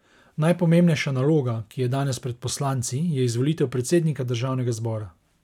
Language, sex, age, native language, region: Slovenian, male, 30-49, Slovenian, Savinja region